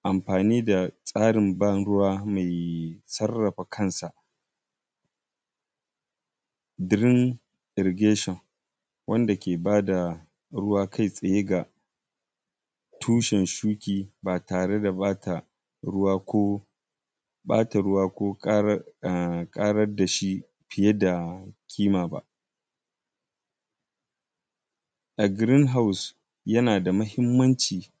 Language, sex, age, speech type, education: Hausa, male, 15-29, spontaneous, primary